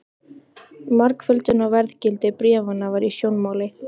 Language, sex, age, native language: Icelandic, female, 15, Icelandic